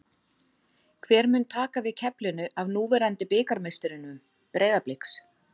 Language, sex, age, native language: Icelandic, female, 40-49, Icelandic